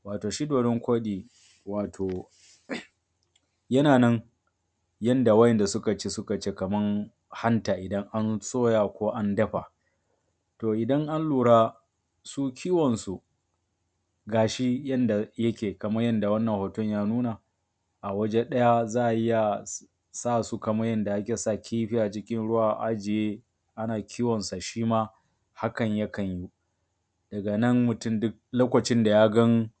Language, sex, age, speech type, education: Hausa, male, 30-45, spontaneous, tertiary